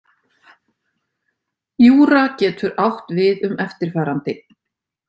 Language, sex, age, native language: Icelandic, female, 50-59, Icelandic